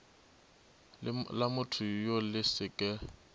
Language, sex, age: Northern Sotho, male, 24